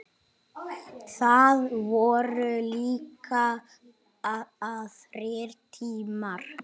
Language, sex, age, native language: Icelandic, male, 9, Icelandic